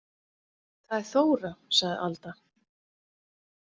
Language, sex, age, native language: Icelandic, female, 40-49, Icelandic